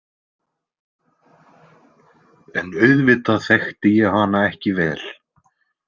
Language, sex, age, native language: Icelandic, male, 20-29, Icelandic